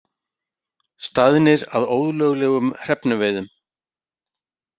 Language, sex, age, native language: Icelandic, male, 40-49, Icelandic